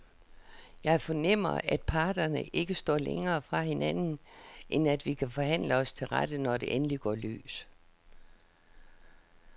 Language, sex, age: Danish, female, 67